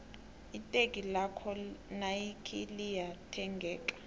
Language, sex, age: South Ndebele, female, 18